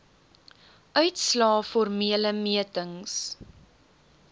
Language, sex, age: Afrikaans, female, 19